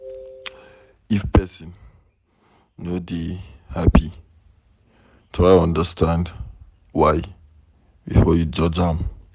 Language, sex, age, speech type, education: Nigerian Pidgin, male, 15-29, read, secondary